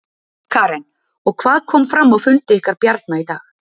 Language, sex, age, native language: Icelandic, female, 50-59, Icelandic